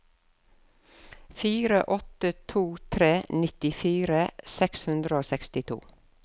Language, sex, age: Norwegian, female, 52